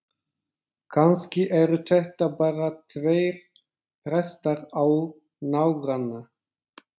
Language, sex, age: Icelandic, male, 40-49